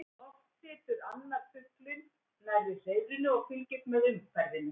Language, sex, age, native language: Icelandic, female, 60-69, Icelandic